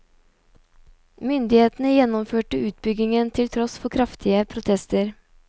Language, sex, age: Norwegian, female, 29